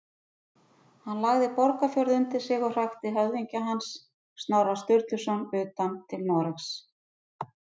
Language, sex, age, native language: Icelandic, female, 50-59, Icelandic